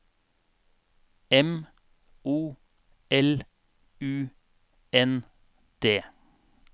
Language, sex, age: Norwegian, male, 42